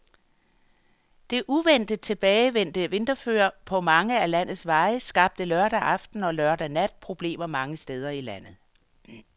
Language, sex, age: Danish, female, 58